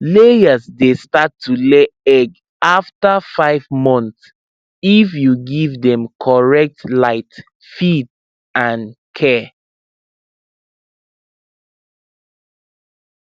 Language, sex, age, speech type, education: Nigerian Pidgin, male, 15-29, spontaneous, tertiary